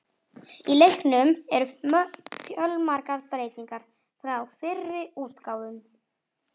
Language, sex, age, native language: Icelandic, female, 40-49, Icelandic